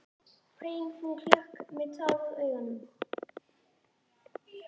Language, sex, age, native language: Icelandic, female, 11, Icelandic